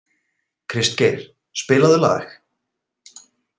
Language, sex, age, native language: Icelandic, male, 40-49, Icelandic